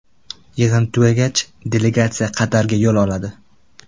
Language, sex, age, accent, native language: Uzbek, male, 18-24, Buxoro, Uzbek